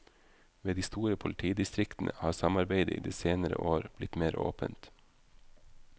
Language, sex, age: Norwegian, male, 32